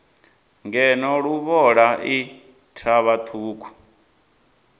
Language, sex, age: Venda, male, 19